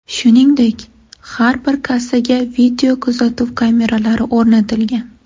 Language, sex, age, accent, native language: Uzbek, female, 25-34, Toshkent shahri, Uzbek